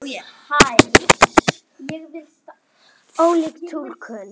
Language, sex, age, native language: Icelandic, female, 10, Icelandic